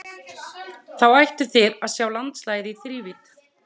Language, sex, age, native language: Icelandic, female, 30-39, Icelandic